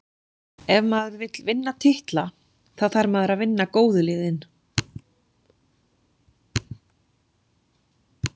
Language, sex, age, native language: Icelandic, female, 40-49, Icelandic